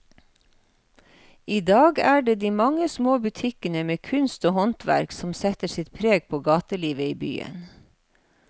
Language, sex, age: Norwegian, female, 53